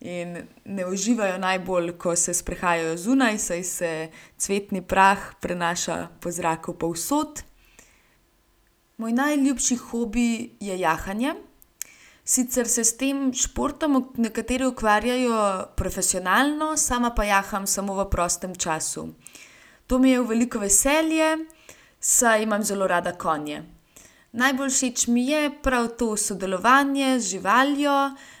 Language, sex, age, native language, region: Slovenian, female, 18-29, Slovenian, Gorenjska region